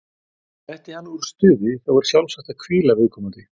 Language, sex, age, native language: Icelandic, male, 40-49, Icelandic